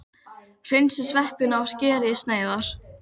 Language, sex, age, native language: Icelandic, female, 15, Icelandic